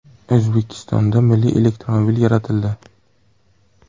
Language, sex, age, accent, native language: Uzbek, male, 18-24, Buxoro, Uzbek